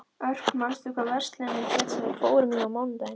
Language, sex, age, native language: Icelandic, female, 13, Icelandic